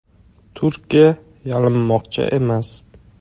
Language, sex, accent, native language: Uzbek, male, Toshkent shahri, Uzbek